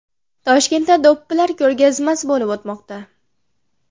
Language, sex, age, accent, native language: Uzbek, female, under 19, Xorazm, Uzbek